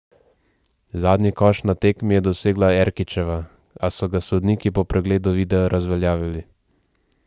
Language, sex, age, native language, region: Slovenian, male, 18-29, Slovenian, Central Slovenia